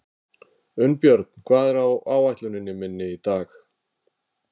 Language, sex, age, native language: Icelandic, male, 50-59, Icelandic